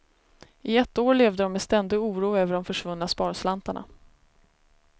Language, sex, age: Swedish, female, 33